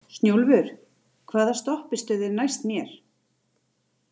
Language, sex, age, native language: Icelandic, female, 30-39, Icelandic